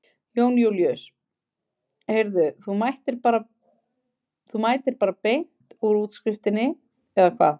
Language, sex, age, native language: Icelandic, female, 50-59, Icelandic